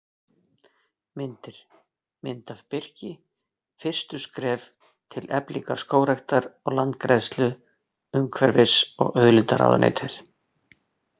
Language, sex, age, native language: Icelandic, male, 40-49, Icelandic